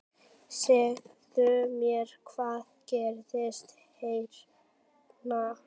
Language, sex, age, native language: Icelandic, female, 9, Icelandic